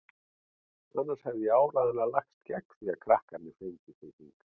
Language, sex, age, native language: Icelandic, male, 40-49, Icelandic